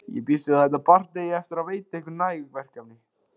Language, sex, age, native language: Icelandic, male, 16, Icelandic